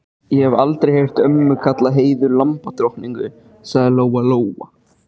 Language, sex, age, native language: Icelandic, male, 13, Icelandic